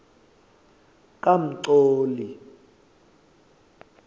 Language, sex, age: South Ndebele, male, 23